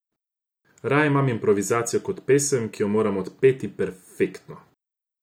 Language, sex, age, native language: Slovenian, male, 18-29, Croatian